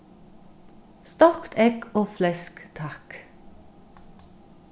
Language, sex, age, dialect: Faroese, female, 36-60, Norðurstreymoy/Eysturoy